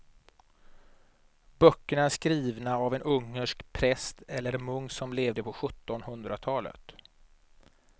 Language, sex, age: Swedish, male, 39